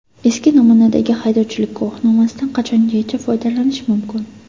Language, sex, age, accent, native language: Uzbek, female, 18-24, Toshkent shahri, Uzbek